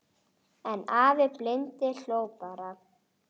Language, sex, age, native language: Icelandic, male, 9, Icelandic